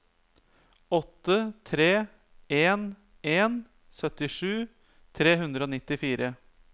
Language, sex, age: Norwegian, male, 30